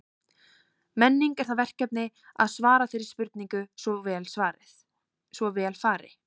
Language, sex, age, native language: Icelandic, female, 18-19, Icelandic